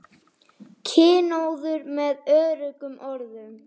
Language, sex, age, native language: Icelandic, female, 5, Icelandic